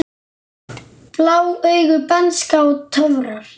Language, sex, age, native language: Icelandic, male, 9, Icelandic